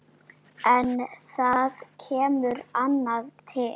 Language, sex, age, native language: Icelandic, female, 9, Icelandic